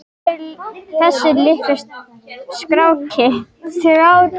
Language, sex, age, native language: Icelandic, female, 10, Icelandic